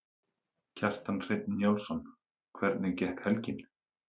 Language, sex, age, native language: Icelandic, male, 30-39, Icelandic